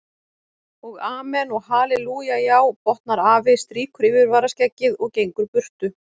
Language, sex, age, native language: Icelandic, female, 40-49, Icelandic